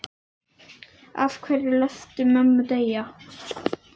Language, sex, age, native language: Icelandic, female, 10, Icelandic